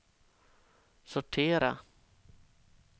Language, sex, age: Swedish, male, 32